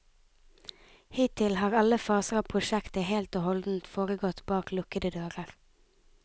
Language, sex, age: Norwegian, female, 19